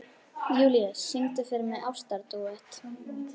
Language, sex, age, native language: Icelandic, female, 12, Icelandic